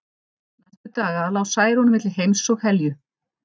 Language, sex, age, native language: Icelandic, female, 14, Icelandic